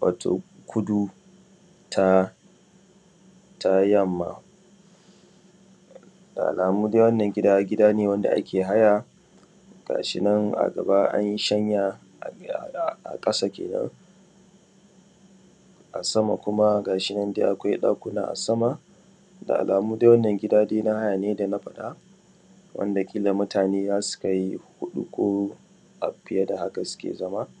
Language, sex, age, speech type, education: Hausa, male, 30-45, spontaneous, secondary